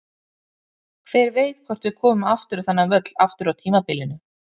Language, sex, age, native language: Icelandic, female, 30-39, Icelandic